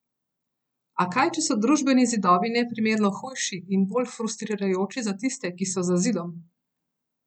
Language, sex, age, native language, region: Slovenian, female, 30-49, Slovenian, Gorenjska region